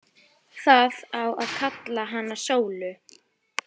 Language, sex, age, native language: Icelandic, female, 11, Icelandic